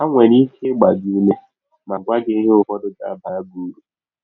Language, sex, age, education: Igbo, male, 30-45, tertiary